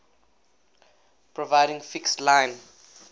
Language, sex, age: English, male, 21